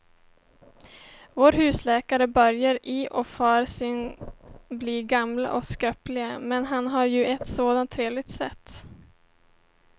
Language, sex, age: Swedish, female, 17